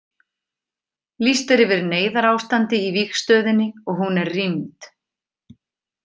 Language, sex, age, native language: Icelandic, female, 50-59, Icelandic